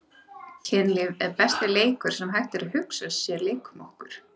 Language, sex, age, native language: Icelandic, female, 30-39, Icelandic